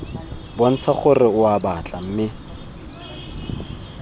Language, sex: Tswana, male